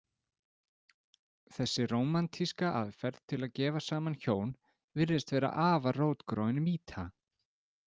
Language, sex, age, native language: Icelandic, male, 30-39, Icelandic